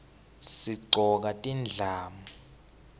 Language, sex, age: Swati, male, 18